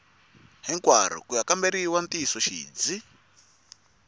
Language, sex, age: Tsonga, male, 22